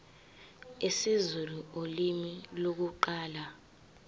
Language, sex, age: Zulu, female, 18